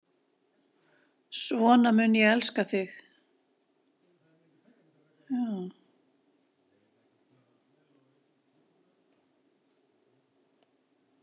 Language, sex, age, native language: Icelandic, female, 60-69, Icelandic